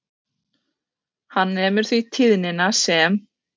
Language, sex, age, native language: Icelandic, female, 30-39, Icelandic